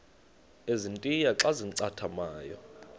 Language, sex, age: Xhosa, male, 35